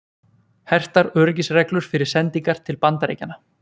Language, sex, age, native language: Icelandic, male, 20-29, Icelandic